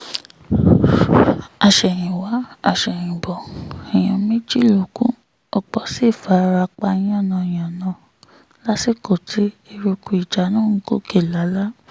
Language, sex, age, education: Yoruba, female, 30-45, tertiary